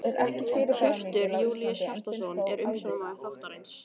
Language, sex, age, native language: Icelandic, other, 18-19, Icelandic